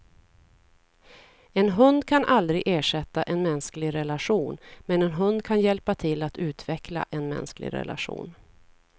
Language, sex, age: Swedish, female, 40